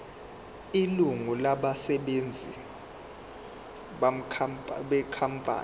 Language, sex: Zulu, male